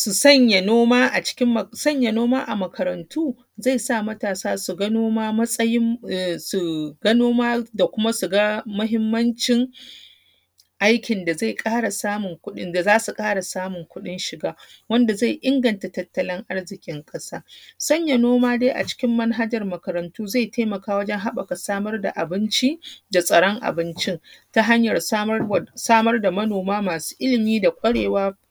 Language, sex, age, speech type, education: Hausa, female, 30-45, spontaneous, primary